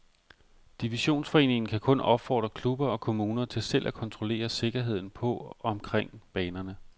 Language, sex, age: Danish, male, 45